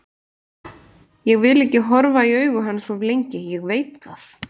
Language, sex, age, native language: Icelandic, female, 30-39, Icelandic